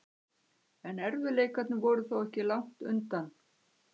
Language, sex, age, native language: Icelandic, female, 60-69, Icelandic